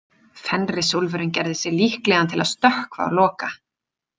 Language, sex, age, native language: Icelandic, female, 40-49, Icelandic